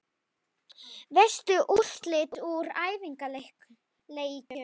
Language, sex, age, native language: Icelandic, male, 11, Icelandic